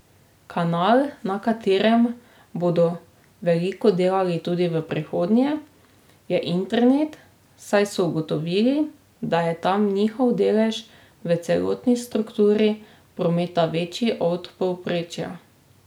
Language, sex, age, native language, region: Slovenian, female, 18-29, Slovenian, Drava region